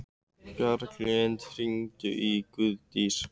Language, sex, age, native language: Icelandic, male, 15, Icelandic